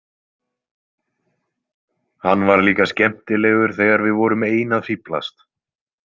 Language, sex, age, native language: Icelandic, male, 20-29, Icelandic